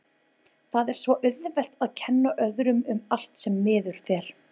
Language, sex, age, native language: Icelandic, female, 20-29, Icelandic